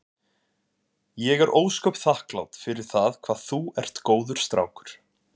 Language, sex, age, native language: Icelandic, male, 20-29, Icelandic